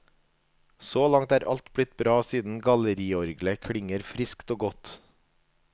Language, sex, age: Norwegian, male, 37